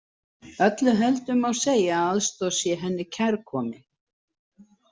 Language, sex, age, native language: Icelandic, female, 70-79, Icelandic